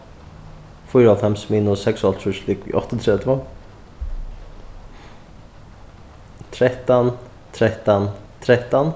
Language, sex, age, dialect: Faroese, male, 15-35, Norðurstreymoy/Eysturoy